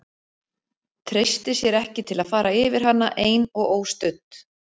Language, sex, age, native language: Icelandic, female, 40-49, Icelandic